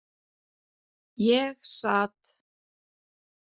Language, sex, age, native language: Icelandic, female, 30-39, Icelandic